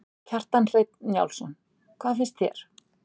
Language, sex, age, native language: Icelandic, female, 60-69, Icelandic